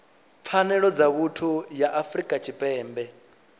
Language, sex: Venda, male